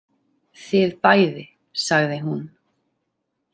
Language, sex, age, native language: Icelandic, female, 30-39, Icelandic